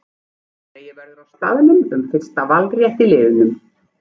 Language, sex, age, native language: Icelandic, female, 40-49, Icelandic